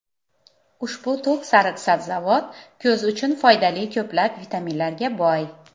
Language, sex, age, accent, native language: Uzbek, female, 40-49, Xorazm, Uzbek